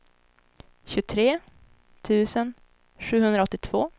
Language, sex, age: Swedish, female, 18